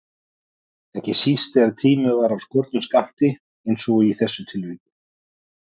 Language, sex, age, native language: Icelandic, male, 40-49, Icelandic